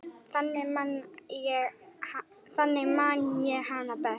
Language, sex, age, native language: Icelandic, male, 9, Icelandic